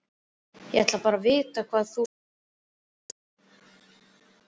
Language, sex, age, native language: Icelandic, male, 12, Icelandic